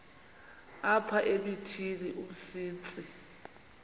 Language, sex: Xhosa, female